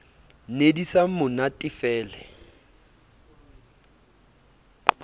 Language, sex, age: Southern Sotho, male, 27